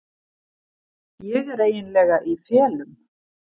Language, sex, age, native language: Icelandic, female, 50-59, Icelandic